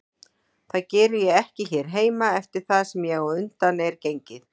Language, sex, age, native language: Icelandic, female, 40-49, Icelandic